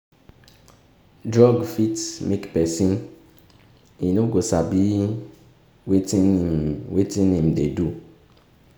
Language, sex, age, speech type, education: Nigerian Pidgin, male, 15-29, spontaneous, tertiary